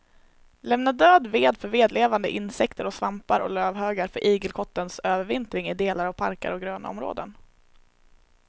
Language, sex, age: Swedish, female, 21